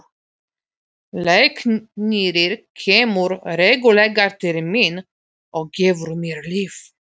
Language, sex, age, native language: Icelandic, female, 40-49, Polish